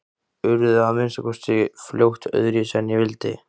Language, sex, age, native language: Icelandic, male, 15, Icelandic